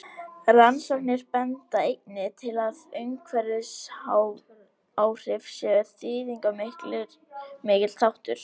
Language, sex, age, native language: Icelandic, female, 18-19, Icelandic